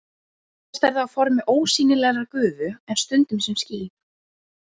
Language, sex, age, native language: Icelandic, female, 20-29, Icelandic